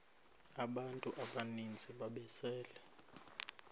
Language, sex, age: Xhosa, male, 20